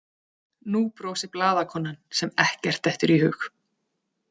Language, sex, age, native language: Icelandic, female, 30-39, Icelandic